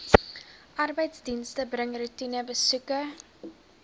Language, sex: Afrikaans, female